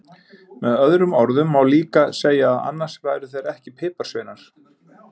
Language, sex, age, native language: Icelandic, male, 50-59, Icelandic